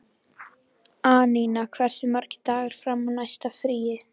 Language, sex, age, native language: Icelandic, female, 11, Icelandic